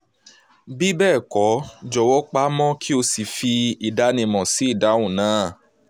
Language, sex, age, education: Yoruba, male, 15-29, tertiary